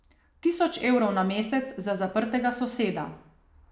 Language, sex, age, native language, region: Slovenian, female, 30-49, Slovenian, Savinja region